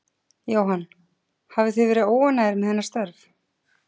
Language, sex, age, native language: Icelandic, female, 40-49, Icelandic